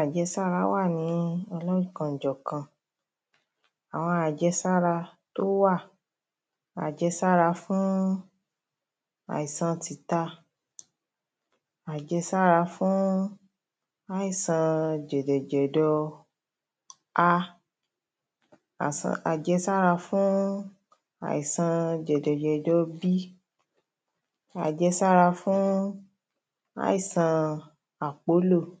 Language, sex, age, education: Yoruba, female, 30-45, primary